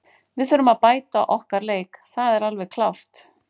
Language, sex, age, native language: Icelandic, female, 40-49, Icelandic